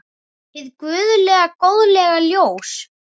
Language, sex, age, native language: Icelandic, male, 10, Icelandic